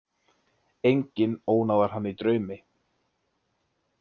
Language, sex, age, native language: Icelandic, male, 20-29, Icelandic